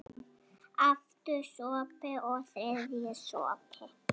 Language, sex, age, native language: Icelandic, male, 6, Icelandic